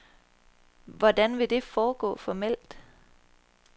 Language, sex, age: Danish, female, 23